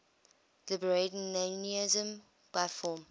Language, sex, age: English, female, 21